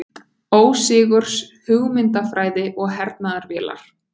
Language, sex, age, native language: Icelandic, female, 20-29, Icelandic